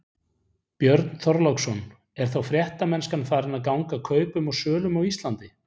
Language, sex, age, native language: Icelandic, male, 40-49, Icelandic